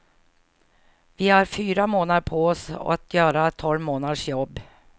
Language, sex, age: Swedish, female, 49